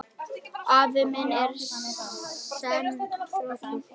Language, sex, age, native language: Icelandic, female, 10, Icelandic